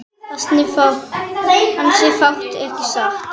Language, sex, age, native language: Icelandic, female, 9, Icelandic